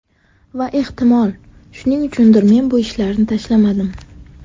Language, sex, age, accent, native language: Uzbek, female, 18-24, Sirdaryo, Uzbek